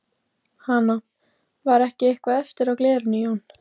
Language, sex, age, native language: Icelandic, female, 14, Icelandic